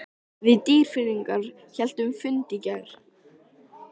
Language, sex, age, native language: Icelandic, male, 13, Icelandic